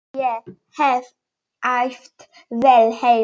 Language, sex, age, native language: Icelandic, female, 9, Polish